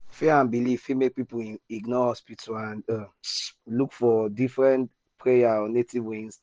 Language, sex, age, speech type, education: Nigerian Pidgin, male, 15-29, spontaneous, tertiary